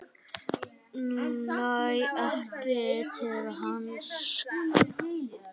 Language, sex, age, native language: Icelandic, female, 9, Icelandic